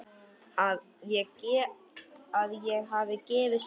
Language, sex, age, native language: Icelandic, male, 10, Icelandic